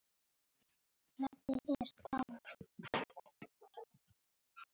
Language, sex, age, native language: Icelandic, male, 7, Icelandic